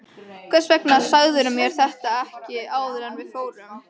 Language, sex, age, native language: Icelandic, female, 13, Icelandic